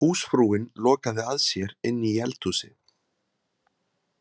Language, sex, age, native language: Icelandic, male, 40-49, Icelandic